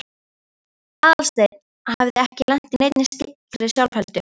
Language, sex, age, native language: Icelandic, female, 13, Icelandic